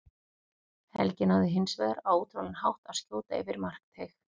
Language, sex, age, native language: Icelandic, female, 40-49, Icelandic